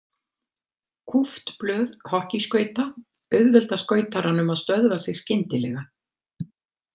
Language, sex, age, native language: Icelandic, female, 50-59, Icelandic